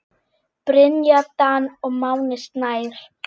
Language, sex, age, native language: Icelandic, female, 10, Icelandic